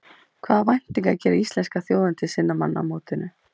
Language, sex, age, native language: Icelandic, female, 30-39, Icelandic